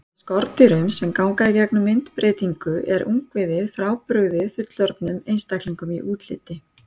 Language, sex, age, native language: Icelandic, female, 60-69, Icelandic